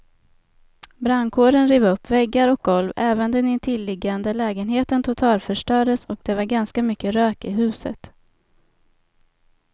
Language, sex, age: Swedish, female, 27